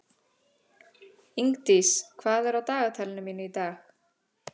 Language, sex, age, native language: Icelandic, female, 30-39, Icelandic